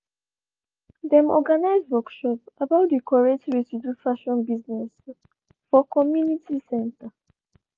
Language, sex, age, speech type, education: Nigerian Pidgin, female, 15-29, spontaneous, tertiary